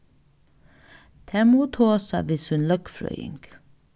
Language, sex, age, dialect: Faroese, female, 15-35, Norðuroyggjar